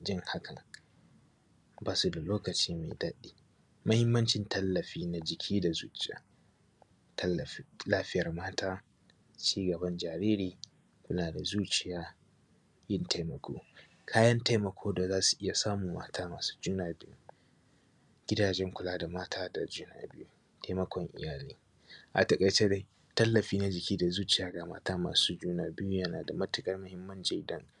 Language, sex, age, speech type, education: Hausa, male, 15-29, spontaneous, primary